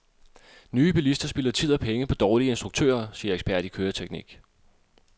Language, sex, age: Danish, male, 26